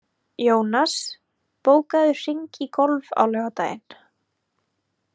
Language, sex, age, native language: Icelandic, female, 30-39, Icelandic